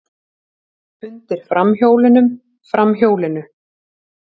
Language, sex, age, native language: Icelandic, female, 40-49, Icelandic